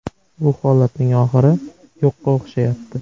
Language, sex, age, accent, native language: Uzbek, male, 18-24, Surxondaryo, Uzbek